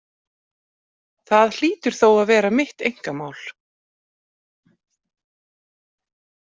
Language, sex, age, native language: Icelandic, female, 40-49, Icelandic